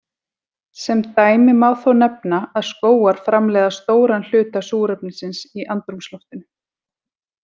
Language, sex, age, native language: Icelandic, female, 40-49, Icelandic